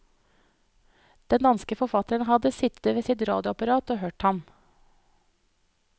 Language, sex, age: Norwegian, female, 30